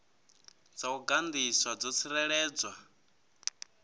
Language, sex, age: Venda, male, 27